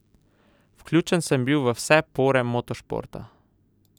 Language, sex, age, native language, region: Slovenian, male, 18-29, Slovenian, Southeast Slovenia